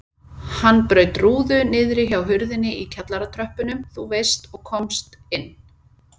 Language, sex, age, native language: Icelandic, female, 40-49, Icelandic